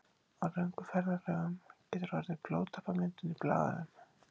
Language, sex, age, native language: Icelandic, female, 50-59, Icelandic